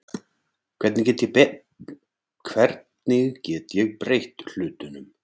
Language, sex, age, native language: Icelandic, male, 40-49, Icelandic